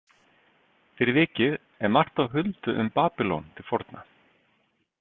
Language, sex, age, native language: Icelandic, male, 50-59, Icelandic